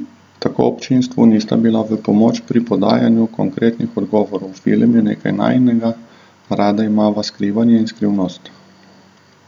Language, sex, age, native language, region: Slovenian, male, 30-49, Slovenian, Southeast Slovenia